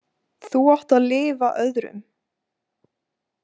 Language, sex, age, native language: Icelandic, female, 18-19, Icelandic